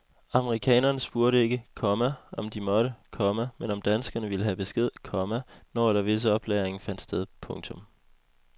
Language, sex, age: Danish, male, 21